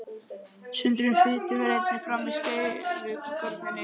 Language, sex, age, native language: Icelandic, male, 11, Icelandic